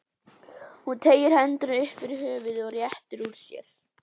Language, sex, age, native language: Icelandic, female, 11, Icelandic